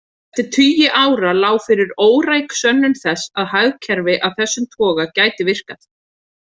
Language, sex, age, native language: Icelandic, female, 30-39, Icelandic